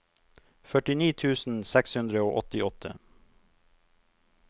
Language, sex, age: Norwegian, male, 42